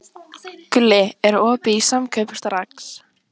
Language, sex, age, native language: Icelandic, female, 14, Icelandic